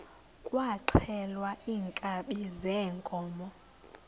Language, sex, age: Xhosa, female, 20